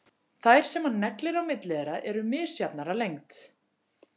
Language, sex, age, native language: Icelandic, female, 40-49, Icelandic